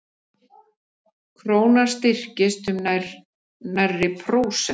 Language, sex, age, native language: Icelandic, female, 50-59, Icelandic